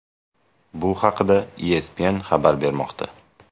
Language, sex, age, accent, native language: Uzbek, male, 18-24, Jizzax, Uzbek